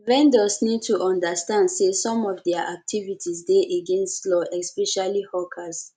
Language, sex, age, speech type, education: Nigerian Pidgin, female, 15-29, spontaneous, tertiary